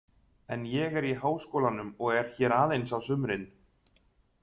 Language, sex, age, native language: Icelandic, male, 30-39, Icelandic